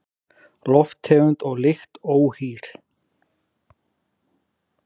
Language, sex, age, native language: Icelandic, male, 40-49, Icelandic